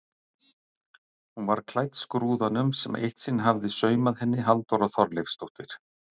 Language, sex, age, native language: Icelandic, male, 60-69, Icelandic